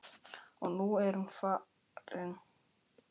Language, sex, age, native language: Icelandic, male, 10, Icelandic